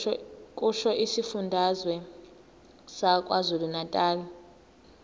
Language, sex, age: Zulu, female, 19